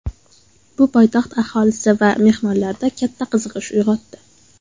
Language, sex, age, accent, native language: Uzbek, female, under 19, Toshkent viloyati, Uzbek